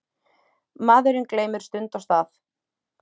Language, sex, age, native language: Icelandic, female, 30-39, Icelandic